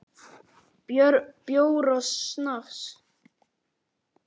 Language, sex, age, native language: Icelandic, male, 9, Icelandic